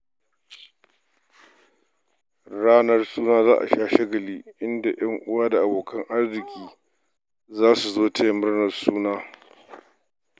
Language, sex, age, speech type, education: Hausa, male, 46-60, read, tertiary